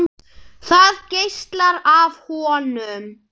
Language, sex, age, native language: Icelandic, male, 10, Icelandic